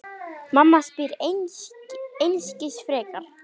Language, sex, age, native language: Icelandic, female, 9, Icelandic